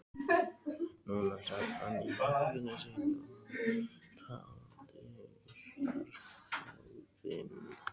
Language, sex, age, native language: Icelandic, male, 13, Icelandic